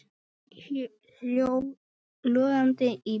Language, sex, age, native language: Icelandic, male, 9, Icelandic